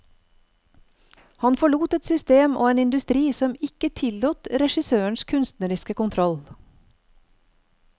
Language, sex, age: Norwegian, female, 48